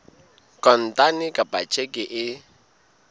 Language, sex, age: Southern Sotho, male, 22